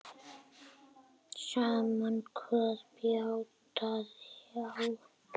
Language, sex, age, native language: Icelandic, male, 8, Icelandic